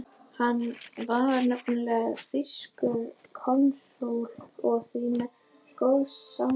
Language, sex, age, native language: Icelandic, female, 11, Icelandic